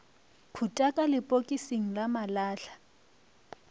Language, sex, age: Northern Sotho, female, 23